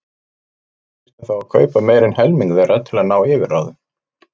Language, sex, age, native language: Icelandic, male, 40-49, Icelandic